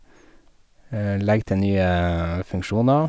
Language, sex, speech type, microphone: Norwegian, male, spontaneous, Sennheiser